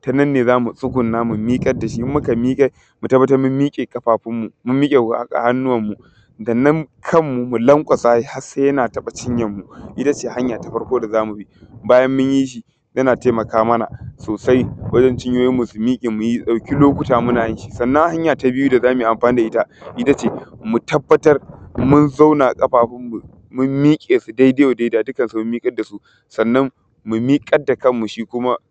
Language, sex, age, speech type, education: Hausa, male, 15-29, spontaneous, tertiary